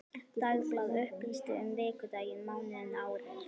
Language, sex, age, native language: Icelandic, female, 11, Icelandic